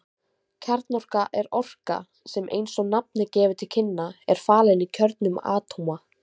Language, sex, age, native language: Icelandic, female, 20-29, Icelandic